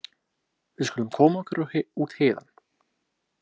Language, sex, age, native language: Icelandic, male, 20-29, English